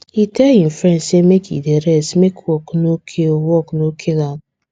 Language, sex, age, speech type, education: Nigerian Pidgin, female, 15-29, spontaneous, secondary